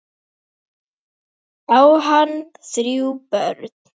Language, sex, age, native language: Icelandic, female, 9, Icelandic